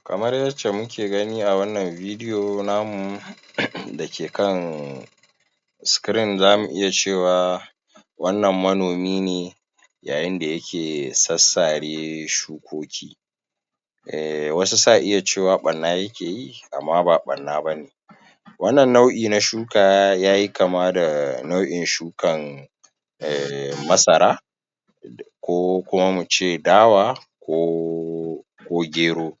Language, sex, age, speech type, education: Hausa, male, 15-29, spontaneous, tertiary